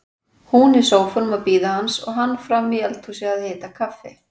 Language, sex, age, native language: Icelandic, female, 40-49, Icelandic